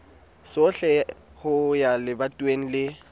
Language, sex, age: Southern Sotho, male, 27